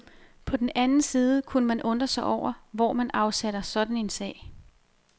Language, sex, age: Danish, female, 28